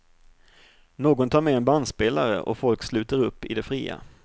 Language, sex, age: Swedish, male, 38